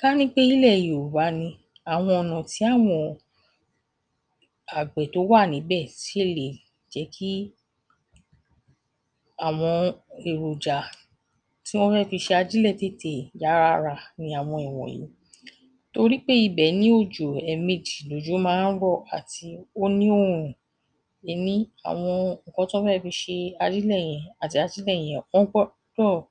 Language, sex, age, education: Yoruba, female, 46-60, tertiary